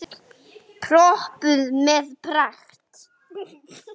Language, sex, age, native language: Icelandic, male, 9, Icelandic